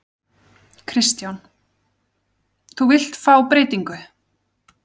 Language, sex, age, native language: Icelandic, female, 30-39, Icelandic